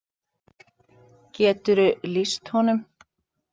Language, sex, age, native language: Icelandic, female, 30-39, Icelandic